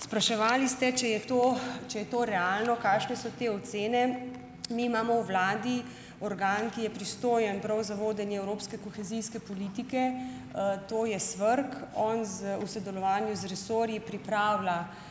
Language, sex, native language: Slovenian, female, Slovenian